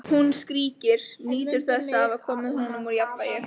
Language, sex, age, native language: Icelandic, female, 13, Icelandic